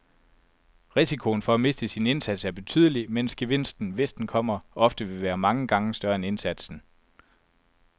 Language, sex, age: Danish, male, 24